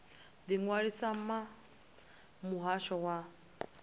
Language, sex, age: Venda, female, 20